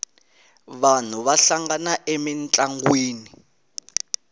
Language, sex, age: Tsonga, male, 19